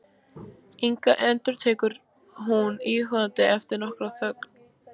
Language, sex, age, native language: Icelandic, female, 14, Icelandic